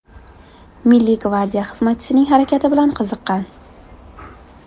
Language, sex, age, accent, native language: Uzbek, female, 18-24, Buxoro, Uzbek